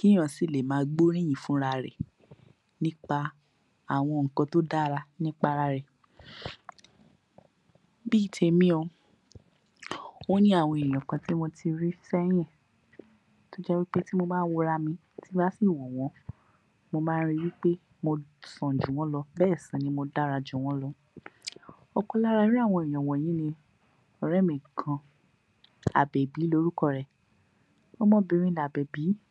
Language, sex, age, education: Yoruba, female, 46-60, tertiary